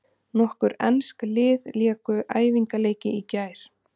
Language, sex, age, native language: Icelandic, female, 30-39, Icelandic